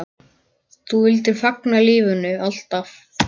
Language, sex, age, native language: Icelandic, male, 10, Icelandic